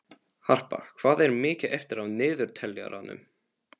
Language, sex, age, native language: Icelandic, male, 18-19, Polish